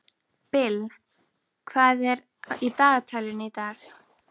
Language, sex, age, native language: Icelandic, female, 12, Icelandic